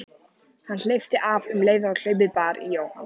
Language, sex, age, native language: Icelandic, male, 14, Icelandic